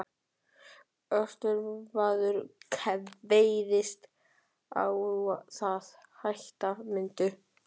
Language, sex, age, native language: Icelandic, male, 12, Icelandic